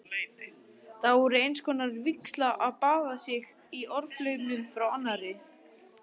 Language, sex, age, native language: Icelandic, male, 40-49, Icelandic